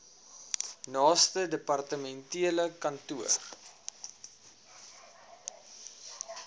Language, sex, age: Afrikaans, male, 19